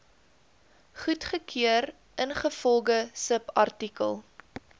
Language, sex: Afrikaans, female